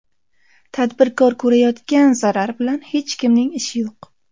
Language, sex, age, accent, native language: Uzbek, female, 19-29, Samarqand, Uzbek